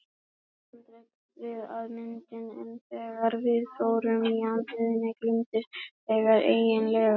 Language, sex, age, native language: Icelandic, female, 18-19, Icelandic